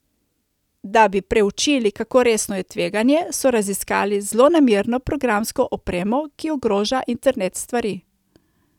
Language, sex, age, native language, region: Slovenian, female, 30-49, Slovenian, Coastal Karst region